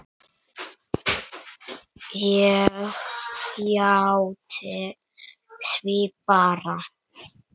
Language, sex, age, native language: Icelandic, male, 9, Icelandic